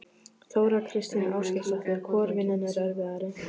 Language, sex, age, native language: Icelandic, female, 15, Icelandic